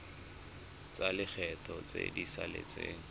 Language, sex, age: Tswana, male, 25